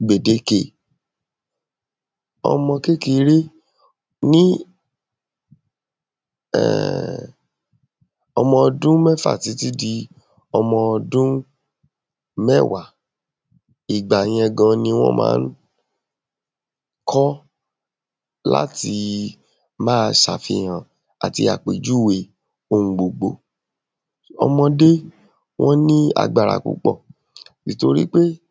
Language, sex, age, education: Yoruba, female, 30-45, secondary